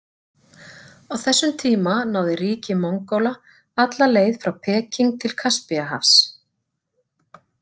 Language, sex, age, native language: Icelandic, female, 40-49, Icelandic